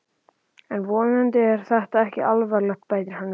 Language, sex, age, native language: Icelandic, male, 11, Icelandic